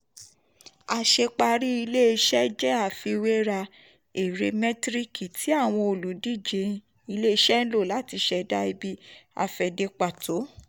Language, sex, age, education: Yoruba, female, 15-29, tertiary